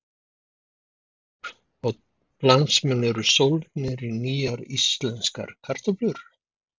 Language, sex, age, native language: Icelandic, male, 50-59, Icelandic